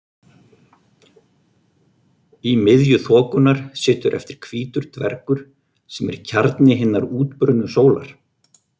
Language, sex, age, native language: Icelandic, male, 50-59, Icelandic